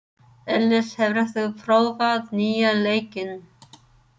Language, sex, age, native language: Icelandic, female, 30-39, English